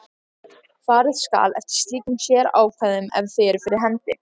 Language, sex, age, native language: Icelandic, other, 13, Icelandic